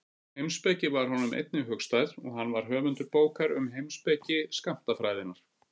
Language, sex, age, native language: Icelandic, male, 50-59, Icelandic